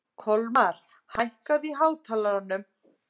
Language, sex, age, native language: Icelandic, female, 30-39, Icelandic